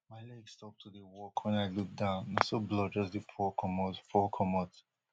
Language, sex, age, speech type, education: Nigerian Pidgin, male, 15-29, spontaneous, tertiary